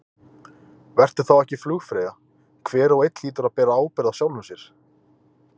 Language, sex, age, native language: Icelandic, male, 20-29, Icelandic